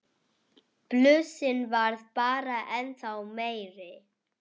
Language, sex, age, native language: Icelandic, female, 8, Icelandic